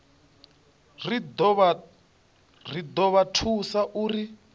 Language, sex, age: Venda, male, 28